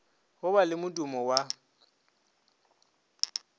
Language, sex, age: Northern Sotho, male, 30